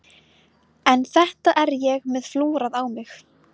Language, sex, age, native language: Icelandic, female, 20-29, Icelandic